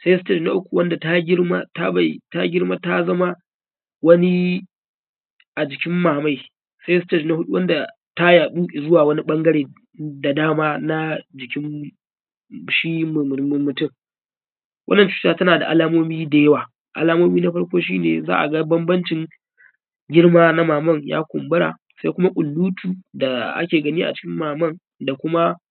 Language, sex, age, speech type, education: Hausa, male, 15-29, spontaneous, tertiary